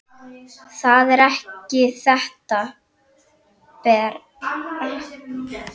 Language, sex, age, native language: Icelandic, female, 10, Icelandic